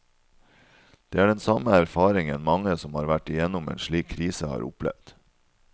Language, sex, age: Norwegian, male, 37